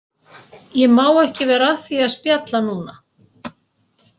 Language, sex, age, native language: Icelandic, female, 60-69, Icelandic